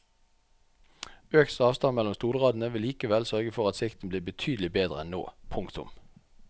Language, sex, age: Norwegian, male, 44